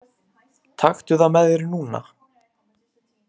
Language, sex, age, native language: Icelandic, male, 20-29, Icelandic